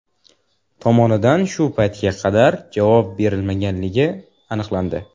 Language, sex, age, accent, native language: Uzbek, male, 12-17, Jizzax, Uzbek